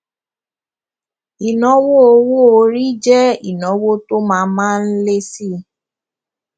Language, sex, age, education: Yoruba, female, 15-29, tertiary